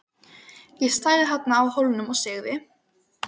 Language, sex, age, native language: Icelandic, female, 12, Icelandic